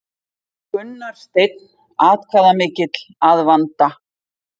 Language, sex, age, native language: Icelandic, female, 50-59, Icelandic